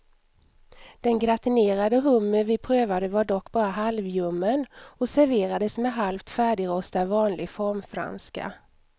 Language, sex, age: Swedish, female, 44